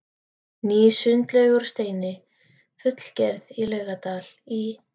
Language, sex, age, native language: Icelandic, female, 13, Icelandic